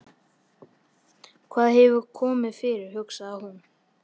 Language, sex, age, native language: Icelandic, male, 13, Icelandic